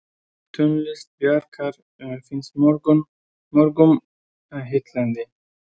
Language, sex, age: Icelandic, male, 20-29